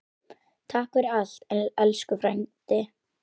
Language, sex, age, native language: Icelandic, female, 10, Icelandic